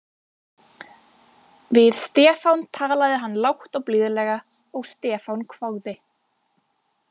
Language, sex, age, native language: Icelandic, female, 20-29, Icelandic